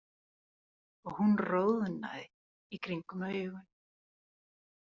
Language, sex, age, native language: Icelandic, female, 40-49, Finnish